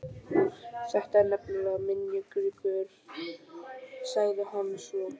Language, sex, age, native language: Icelandic, male, 12, Icelandic